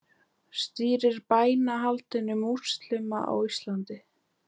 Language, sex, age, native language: Icelandic, female, 20-29, Icelandic